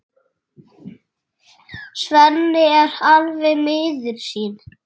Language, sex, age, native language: Icelandic, male, 7, Icelandic